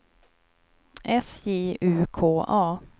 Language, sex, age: Swedish, female, 29